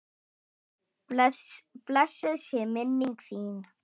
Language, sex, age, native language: Icelandic, female, 10, Icelandic